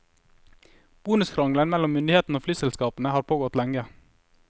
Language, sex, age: Norwegian, male, 21